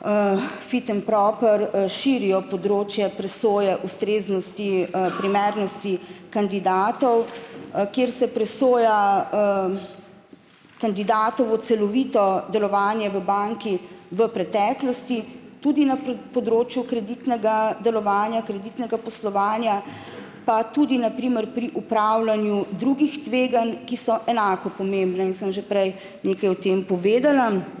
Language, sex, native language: Slovenian, female, Slovenian